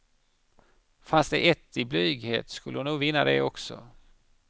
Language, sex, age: Swedish, male, 50